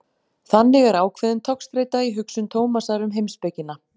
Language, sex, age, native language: Icelandic, female, 40-49, Icelandic